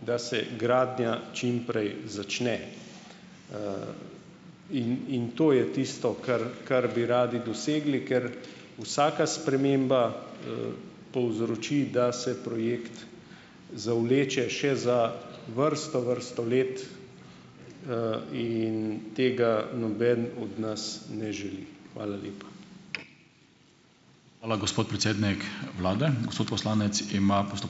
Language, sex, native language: Slovenian, male, Slovenian